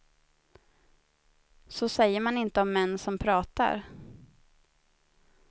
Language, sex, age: Swedish, female, 30